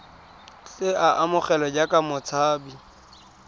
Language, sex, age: Tswana, male, 20